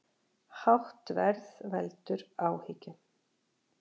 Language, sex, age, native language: Icelandic, female, 40-49, Icelandic